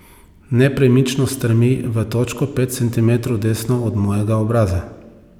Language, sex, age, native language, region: Slovenian, male, 30-49, Slovenian, Savinja region